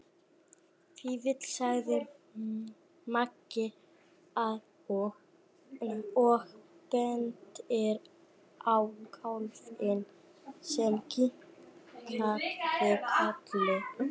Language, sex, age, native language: Icelandic, female, 11, Icelandic